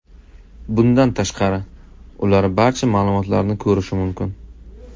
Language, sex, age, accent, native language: Uzbek, male, 25-34, Toshkent shahri, Uzbek